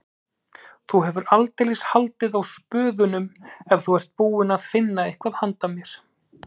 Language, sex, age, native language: Icelandic, male, 30-39, Icelandic